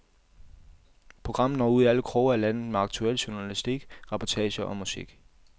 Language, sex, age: Danish, male, 28